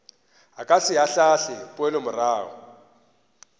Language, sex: Northern Sotho, male